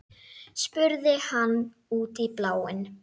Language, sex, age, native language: Icelandic, female, 10, Icelandic